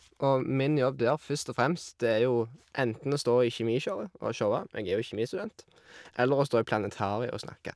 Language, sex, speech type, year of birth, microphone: Norwegian, male, spontaneous, 1991, Shure